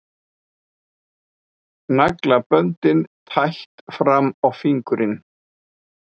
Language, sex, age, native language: Icelandic, male, 50-59, Icelandic